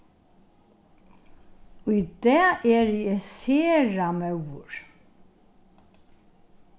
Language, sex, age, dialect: Faroese, female, 61+, Norðurstreymoy/Eysturoy